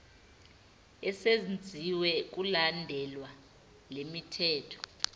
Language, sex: Zulu, female